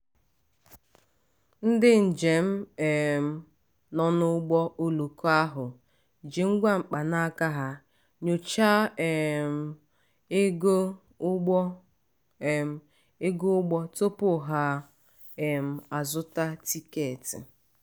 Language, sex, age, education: Igbo, female, 15-29, tertiary